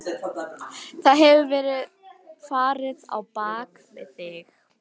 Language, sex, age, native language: Icelandic, female, 13, Icelandic